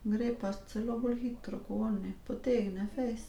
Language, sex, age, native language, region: Slovenian, female, 50-59, Slovenian, Carinthia region